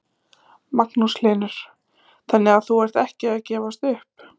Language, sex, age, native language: Icelandic, female, 20-29, Icelandic